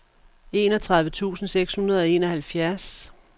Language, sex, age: Danish, female, 44